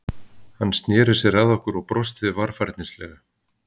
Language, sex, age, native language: Icelandic, male, 50-59, Icelandic